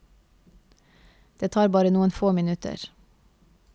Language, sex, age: Norwegian, female, 28